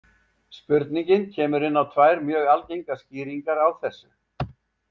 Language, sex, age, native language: Icelandic, male, 70-79, Icelandic